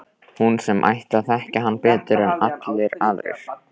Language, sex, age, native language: Icelandic, male, 13, Icelandic